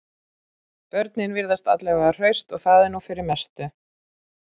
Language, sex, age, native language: Icelandic, female, 40-49, Icelandic